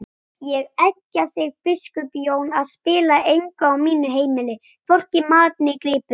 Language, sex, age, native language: Icelandic, female, 18-19, Icelandic